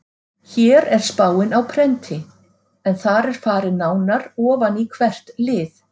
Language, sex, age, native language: Icelandic, female, 40-49, Icelandic